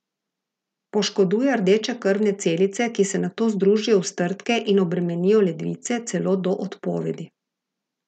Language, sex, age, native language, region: Slovenian, female, 50-59, Slovenian, Gorica region